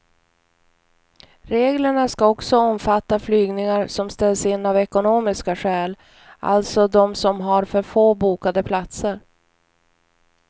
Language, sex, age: Swedish, female, 41